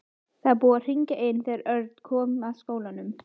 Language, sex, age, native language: Icelandic, female, 18-19, Icelandic